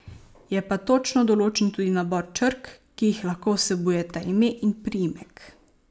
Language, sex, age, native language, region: Slovenian, female, 18-29, Slovenian, Savinja region